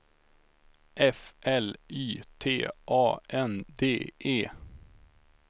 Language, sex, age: Swedish, male, 25